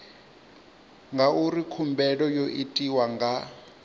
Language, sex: Venda, male